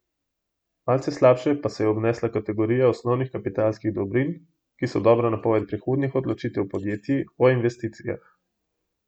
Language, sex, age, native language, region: Slovenian, male, 18-29, Slovenian, Gorenjska region